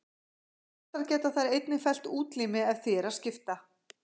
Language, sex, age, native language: Icelandic, female, 50-59, Icelandic